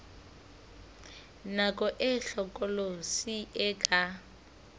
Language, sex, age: Southern Sotho, female, 25